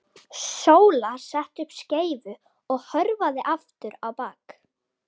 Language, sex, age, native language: Icelandic, female, 11, Icelandic